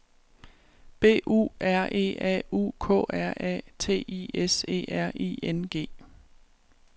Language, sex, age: Danish, female, 36